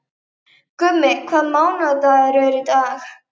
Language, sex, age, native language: Icelandic, female, 12, Icelandic